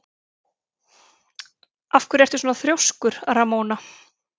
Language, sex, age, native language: Icelandic, female, 30-39, Icelandic